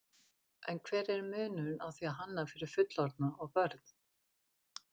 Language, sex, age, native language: Icelandic, female, 50-59, Icelandic